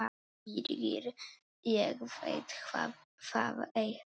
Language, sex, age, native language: Icelandic, male, 9, Polish